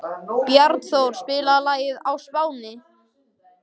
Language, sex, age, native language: Icelandic, male, 14, Icelandic